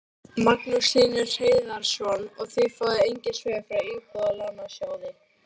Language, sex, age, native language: Icelandic, female, 13, Icelandic